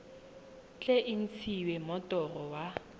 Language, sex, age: Tswana, female, 18